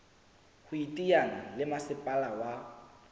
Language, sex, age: Southern Sotho, male, 25